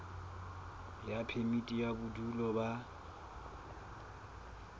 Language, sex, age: Southern Sotho, male, 24